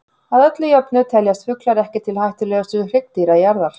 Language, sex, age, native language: Icelandic, female, 40-49, Icelandic